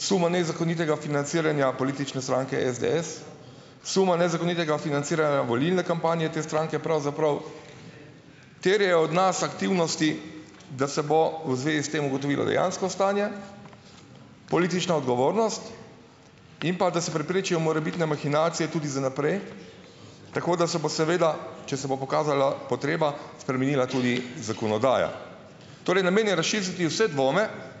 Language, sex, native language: Slovenian, male, Slovenian